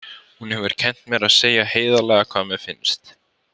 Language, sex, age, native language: Icelandic, male, 50-59, Icelandic